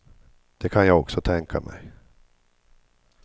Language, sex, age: Swedish, male, 50